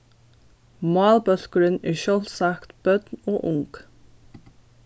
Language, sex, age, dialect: Faroese, female, 15-35, Norðurstreymoy/Eysturoy